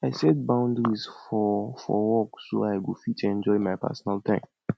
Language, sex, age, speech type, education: Nigerian Pidgin, male, 46-60, spontaneous, tertiary